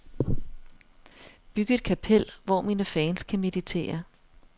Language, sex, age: Danish, female, 42